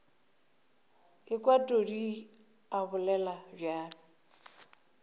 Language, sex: Northern Sotho, female